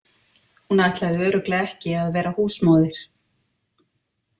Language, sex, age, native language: Icelandic, female, 50-59, Icelandic